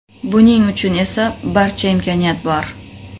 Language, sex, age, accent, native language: Uzbek, female, 25-34, Qoraqalpog'iston, Uzbek